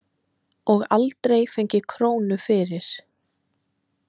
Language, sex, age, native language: Icelandic, female, 20-29, Icelandic